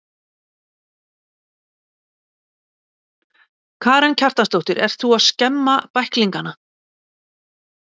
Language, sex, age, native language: Icelandic, female, 60-69, Icelandic